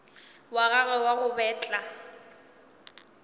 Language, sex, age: Northern Sotho, female, 18